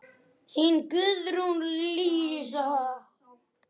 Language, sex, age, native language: Icelandic, male, 9, Icelandic